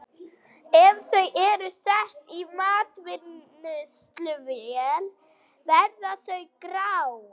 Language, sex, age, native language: Icelandic, female, 11, Icelandic